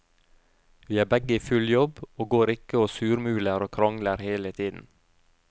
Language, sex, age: Norwegian, male, 32